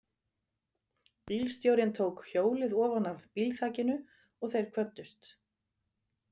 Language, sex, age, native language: Icelandic, female, 50-59, Icelandic